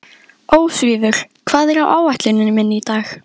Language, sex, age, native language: Icelandic, female, 12, Icelandic